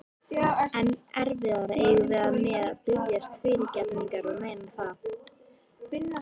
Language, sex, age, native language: Icelandic, female, 18-19, Icelandic